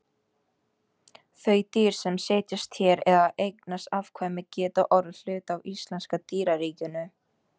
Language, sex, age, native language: Icelandic, female, 18-19, Icelandic